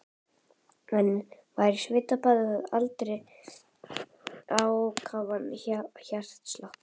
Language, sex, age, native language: Icelandic, female, 11, Icelandic